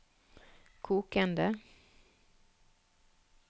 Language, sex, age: Norwegian, female, 46